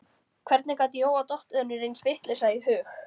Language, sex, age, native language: Icelandic, female, 13, Icelandic